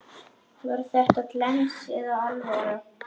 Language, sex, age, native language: Icelandic, male, 10, Icelandic